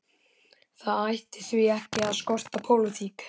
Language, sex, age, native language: Icelandic, male, 13, Icelandic